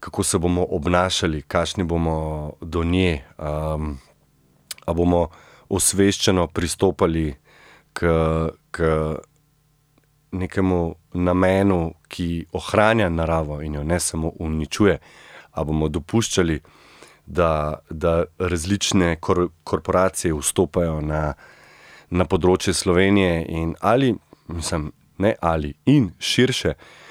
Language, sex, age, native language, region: Slovenian, male, 30-49, Slovenian, Central Slovenia